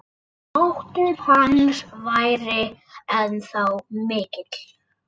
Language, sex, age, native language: Icelandic, male, 8, Icelandic